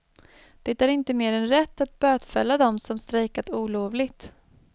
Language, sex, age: Swedish, female, 23